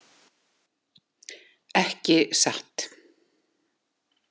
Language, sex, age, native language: Icelandic, female, 40-49, Icelandic